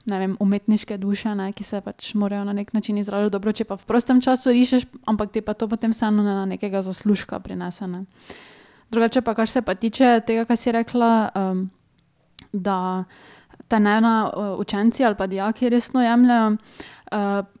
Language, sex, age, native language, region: Slovenian, female, 18-29, Slovenian, Drava region